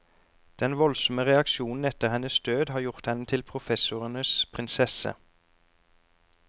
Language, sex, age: Norwegian, male, 34